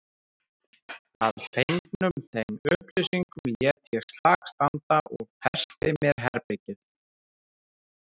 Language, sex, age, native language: Icelandic, male, 30-39, Icelandic